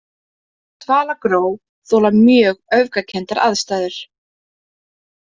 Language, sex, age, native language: Icelandic, female, 30-39, Icelandic